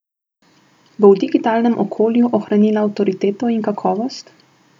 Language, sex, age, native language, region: Slovenian, female, 18-29, Slovenian, Southeast Slovenia